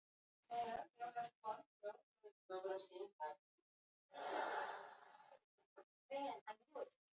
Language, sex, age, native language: Icelandic, female, 60-69, Icelandic